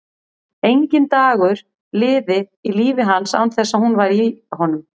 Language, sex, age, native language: Icelandic, female, 40-49, Icelandic